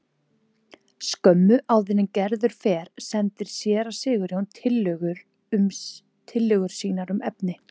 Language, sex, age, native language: Icelandic, female, 20-29, Icelandic